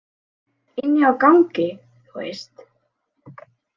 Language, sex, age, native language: Icelandic, female, 18-19, Icelandic